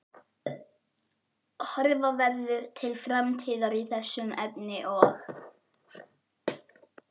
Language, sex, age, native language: Icelandic, female, 11, Icelandic